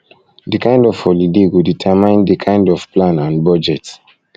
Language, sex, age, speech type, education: Nigerian Pidgin, male, 15-29, spontaneous, tertiary